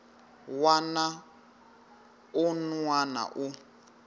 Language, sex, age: Tsonga, male, 19